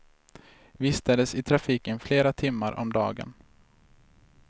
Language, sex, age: Swedish, male, 26